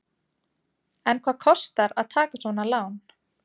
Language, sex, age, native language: Icelandic, female, 30-39, Icelandic